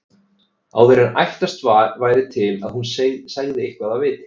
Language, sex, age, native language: Icelandic, male, 30-39, Icelandic